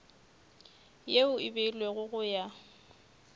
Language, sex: Northern Sotho, female